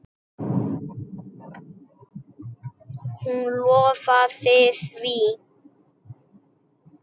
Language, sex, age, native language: Icelandic, male, 6, Icelandic